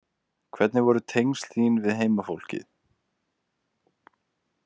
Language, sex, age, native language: Icelandic, male, 20-29, Icelandic